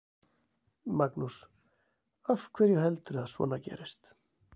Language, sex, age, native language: Icelandic, male, 40-49, Icelandic